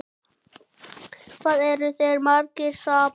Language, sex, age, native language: Icelandic, male, 7, Icelandic